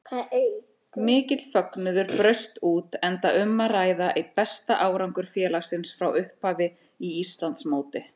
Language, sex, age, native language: Icelandic, female, 30-39, Icelandic